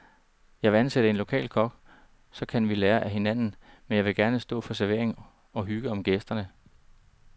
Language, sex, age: Danish, male, 39